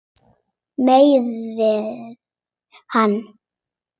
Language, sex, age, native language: Icelandic, other, 8, Icelandic